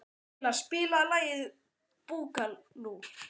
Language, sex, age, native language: Icelandic, male, 12, Icelandic